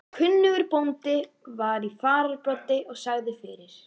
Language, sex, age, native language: Icelandic, female, 11, Icelandic